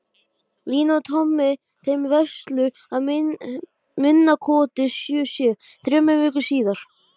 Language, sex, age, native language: Icelandic, male, 12, Icelandic